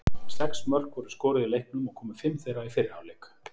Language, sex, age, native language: Icelandic, male, 40-49, Icelandic